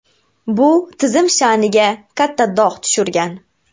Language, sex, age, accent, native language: Uzbek, female, 18-24, Namangan, Uzbek